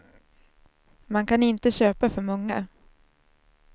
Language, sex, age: Swedish, female, 27